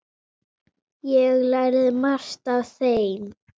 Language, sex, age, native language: Icelandic, female, 8, Icelandic